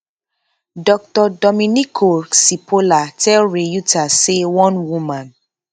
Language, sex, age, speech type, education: Nigerian Pidgin, female, 15-29, spontaneous, tertiary